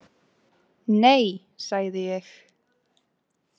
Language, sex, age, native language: Icelandic, female, 18-19, Icelandic